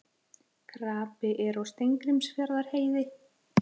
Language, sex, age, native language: Icelandic, female, 40-49, Icelandic